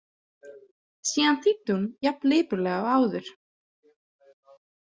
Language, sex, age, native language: Icelandic, female, 30-39, Icelandic